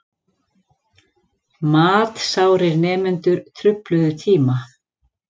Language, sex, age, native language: Icelandic, female, 40-49, Icelandic